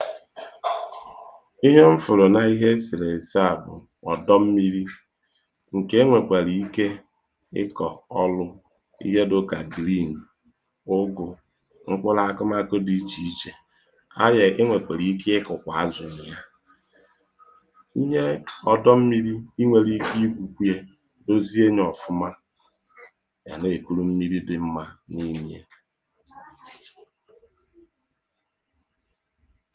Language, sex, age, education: Igbo, male, 30-45, tertiary